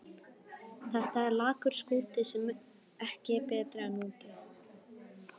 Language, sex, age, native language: Icelandic, female, 11, Icelandic